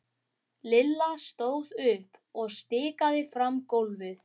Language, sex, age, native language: Icelandic, male, 12, Icelandic